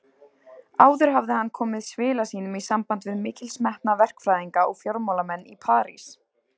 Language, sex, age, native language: Icelandic, female, 20-29, Icelandic